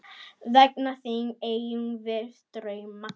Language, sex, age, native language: Icelandic, female, 9, Icelandic